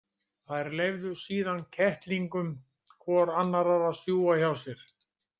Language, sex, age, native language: Icelandic, male, 60-69, Icelandic